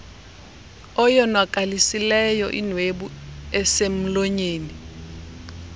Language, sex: Xhosa, female